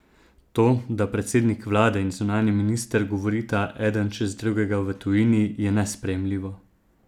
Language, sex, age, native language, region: Slovenian, male, 30-49, Slovenian, Zasavska region